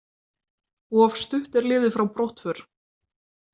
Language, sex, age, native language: Icelandic, female, 20-29, Icelandic